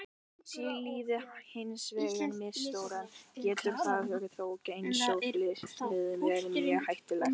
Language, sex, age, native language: Icelandic, female, 18-19, Icelandic